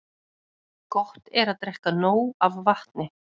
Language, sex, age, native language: Icelandic, female, 30-39, Icelandic